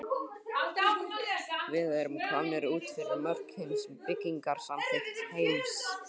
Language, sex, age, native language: Icelandic, male, 12, Icelandic